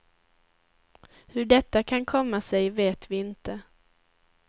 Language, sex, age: Swedish, female, 19